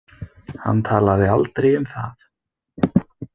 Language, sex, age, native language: Icelandic, female, 20-29, Icelandic